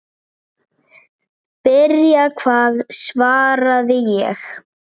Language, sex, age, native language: Icelandic, male, 7, Icelandic